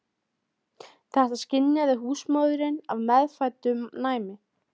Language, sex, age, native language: Icelandic, female, 13, Icelandic